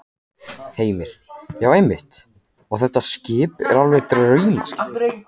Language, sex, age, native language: Icelandic, male, 14, Icelandic